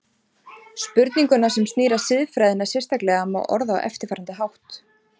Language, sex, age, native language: Icelandic, female, 30-39, Icelandic